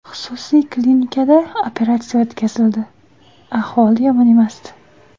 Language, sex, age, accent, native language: Uzbek, female, 18-24, Toshkent shahri, Uzbek